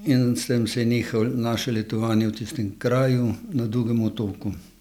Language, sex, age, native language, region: Slovenian, male, 60+, Slovenian, Gorenjska region